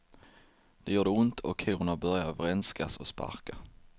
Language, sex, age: Swedish, male, 23